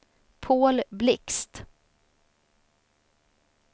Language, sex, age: Swedish, female, 30